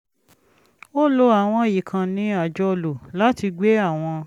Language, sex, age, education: Yoruba, female, 30-45, tertiary